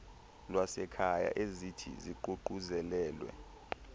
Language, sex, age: Xhosa, male, 23